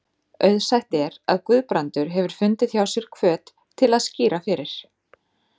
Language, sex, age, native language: Icelandic, female, 30-39, Icelandic